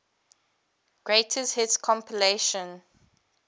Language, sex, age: English, female, 22